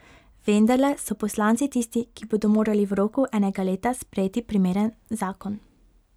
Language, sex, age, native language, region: Slovenian, female, 18-29, Slovenian, Pomurje region